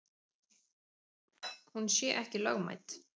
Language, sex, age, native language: Icelandic, female, 30-39, Icelandic